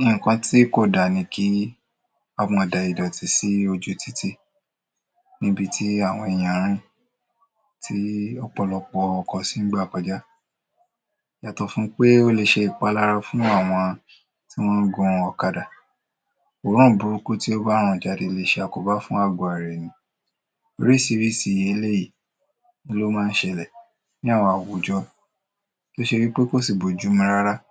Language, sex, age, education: Yoruba, male, 46-60, tertiary